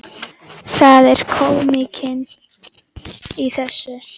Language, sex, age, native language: Icelandic, female, 10, Icelandic